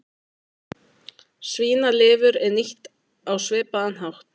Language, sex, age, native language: Icelandic, female, 20-29, Icelandic